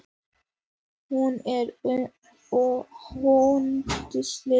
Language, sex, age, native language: Icelandic, female, 18-19, Icelandic